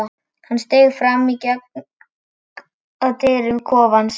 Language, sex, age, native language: Icelandic, male, 11, Icelandic